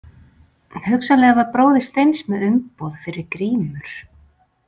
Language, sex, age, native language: Icelandic, female, 40-49, Icelandic